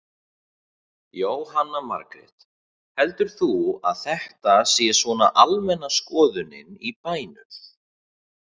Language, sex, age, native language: Icelandic, male, 18-19, Icelandic